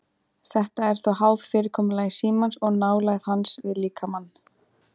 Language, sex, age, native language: Icelandic, female, 20-29, Icelandic